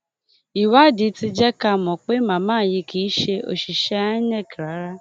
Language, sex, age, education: Yoruba, female, 30-45, tertiary